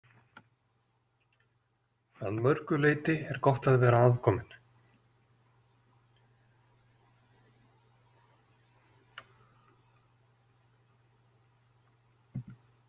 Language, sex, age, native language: Icelandic, male, 40-49, Icelandic